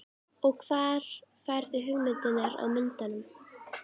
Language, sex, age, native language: Icelandic, female, 11, Icelandic